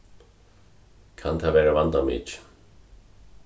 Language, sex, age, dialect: Faroese, male, 36-60, Suðurstreymoy